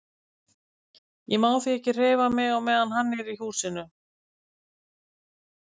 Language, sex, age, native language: Icelandic, female, 50-59, Icelandic